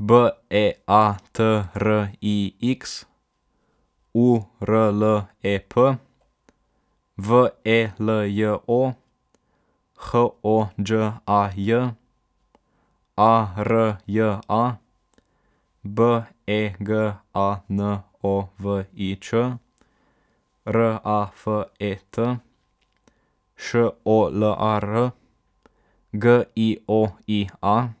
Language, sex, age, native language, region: Slovenian, male, 12-17, Slovenian, Savinja region